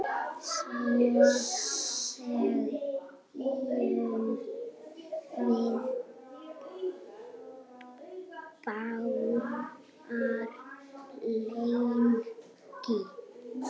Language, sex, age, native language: Icelandic, female, 7, Icelandic